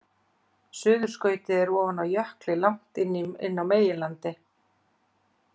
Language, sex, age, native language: Icelandic, female, 40-49, Icelandic